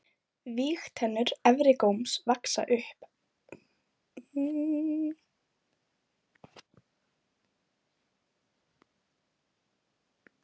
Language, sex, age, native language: Icelandic, female, 20-29, Icelandic